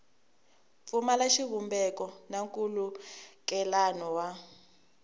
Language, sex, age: Tsonga, female, 24